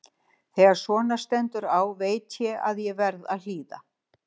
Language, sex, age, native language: Icelandic, female, 60-69, Icelandic